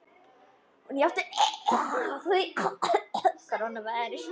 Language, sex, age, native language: Icelandic, female, 10, Icelandic